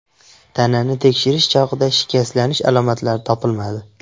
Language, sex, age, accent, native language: Uzbek, male, 18-24, Buxoro, Uzbek